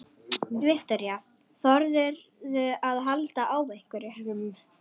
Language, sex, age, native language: Icelandic, female, 12, Swedish